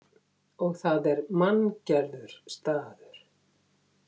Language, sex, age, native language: Icelandic, female, 50-59, Icelandic